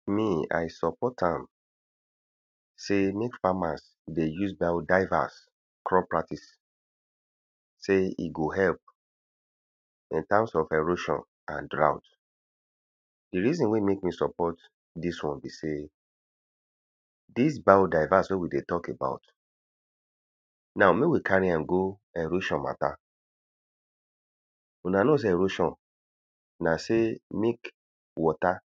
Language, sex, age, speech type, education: Nigerian Pidgin, male, 30-45, spontaneous, primary